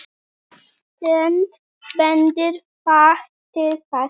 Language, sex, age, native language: Icelandic, male, 8, Icelandic